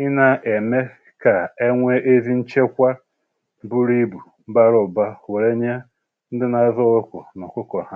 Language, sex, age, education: Igbo, male, 60+, tertiary